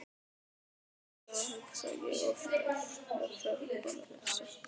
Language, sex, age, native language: Icelandic, male, 11, Icelandic